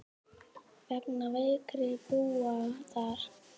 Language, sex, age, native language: Icelandic, male, 10, Icelandic